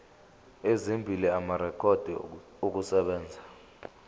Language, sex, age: Zulu, male, 25